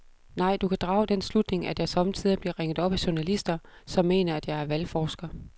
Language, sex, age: Danish, female, 32